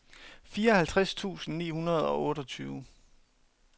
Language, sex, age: Danish, male, 31